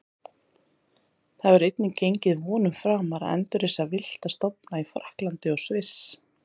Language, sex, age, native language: Icelandic, female, 30-39, Icelandic